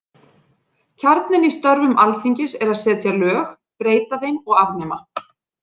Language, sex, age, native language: Icelandic, female, 40-49, Icelandic